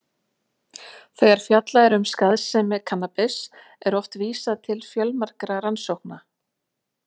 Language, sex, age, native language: Icelandic, female, 40-49, Icelandic